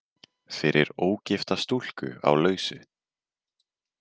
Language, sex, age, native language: Icelandic, male, 20-29, Icelandic